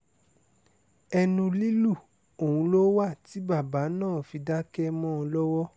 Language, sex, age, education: Yoruba, male, 15-29, tertiary